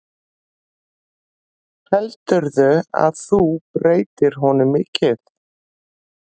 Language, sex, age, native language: Icelandic, female, 40-49, Icelandic